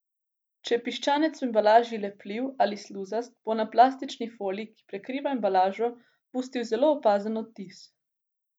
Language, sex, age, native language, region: Slovenian, female, 18-29, Slovenian, Gorica region